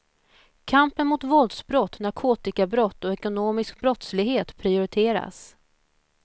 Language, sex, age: Swedish, female, 41